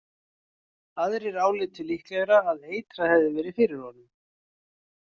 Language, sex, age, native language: Icelandic, male, 40-49, Icelandic